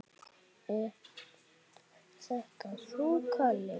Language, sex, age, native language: Icelandic, male, 7, Icelandic